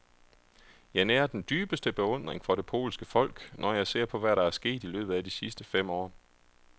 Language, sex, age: Danish, male, 31